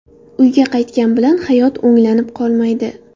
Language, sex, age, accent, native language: Uzbek, female, 18-24, Xorazm, Uzbek